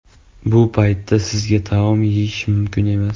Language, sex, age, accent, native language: Uzbek, male, 12-17, Farg'ona, Russian